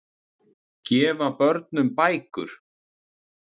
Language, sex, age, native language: Icelandic, male, 30-39, Icelandic